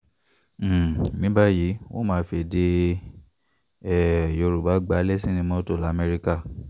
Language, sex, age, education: Yoruba, male, 15-29, tertiary